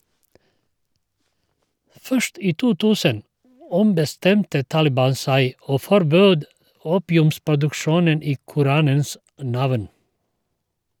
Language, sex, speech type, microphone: Norwegian, male, read, Shure